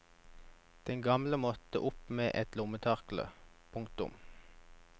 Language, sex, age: Norwegian, male, 21